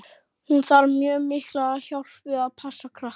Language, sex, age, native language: Icelandic, male, 11, Icelandic